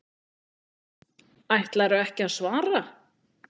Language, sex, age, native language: Icelandic, female, 9, Icelandic